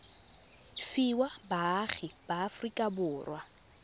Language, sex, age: Tswana, female, 22